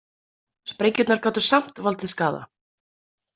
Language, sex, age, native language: Icelandic, female, 30-39, Icelandic